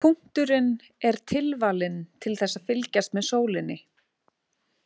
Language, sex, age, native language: Icelandic, female, 30-39, Icelandic